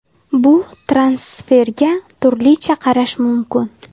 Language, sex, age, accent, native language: Uzbek, female, under 19, Jizzax, Uzbek